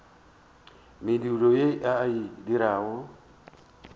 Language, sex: Northern Sotho, male